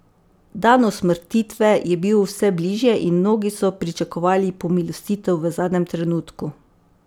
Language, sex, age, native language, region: Slovenian, female, 50-59, Slovenian, Savinja region